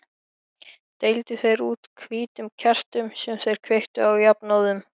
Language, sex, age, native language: Icelandic, male, 13, Icelandic